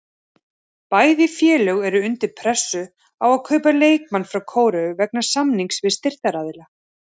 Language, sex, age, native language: Icelandic, male, 30-39, Icelandic